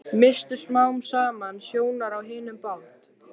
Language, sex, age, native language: Icelandic, male, 13, Icelandic